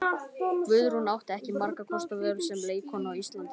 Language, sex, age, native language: Icelandic, male, 12, Icelandic